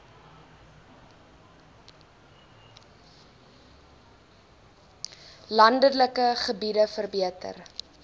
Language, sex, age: Afrikaans, female, 20